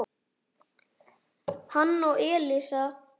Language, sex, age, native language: Icelandic, male, 9, Icelandic